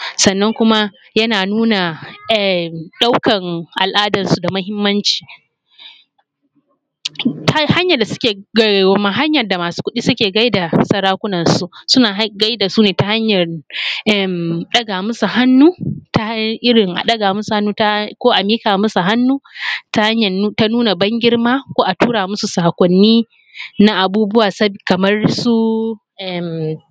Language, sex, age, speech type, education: Hausa, female, 15-29, spontaneous, tertiary